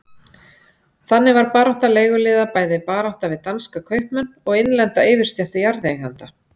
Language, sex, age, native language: Icelandic, female, 40-49, Icelandic